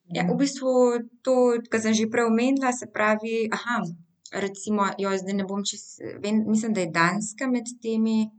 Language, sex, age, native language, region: Slovenian, female, 18-29, Slovenian, Central Slovenia